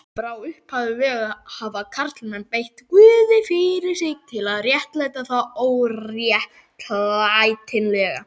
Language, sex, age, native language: Icelandic, male, 18-19, Icelandic